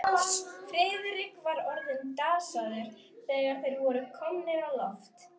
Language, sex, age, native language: Icelandic, female, 12, Icelandic